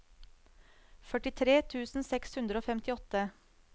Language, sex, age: Norwegian, female, 35